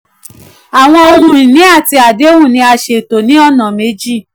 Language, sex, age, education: Yoruba, female, 15-29, tertiary